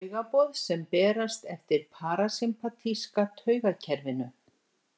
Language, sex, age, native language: Icelandic, female, 60-69, Icelandic